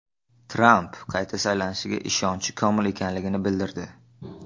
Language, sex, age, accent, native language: Uzbek, male, under 19, Navoiy, Uzbek